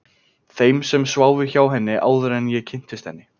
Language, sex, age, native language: Icelandic, male, 15, Icelandic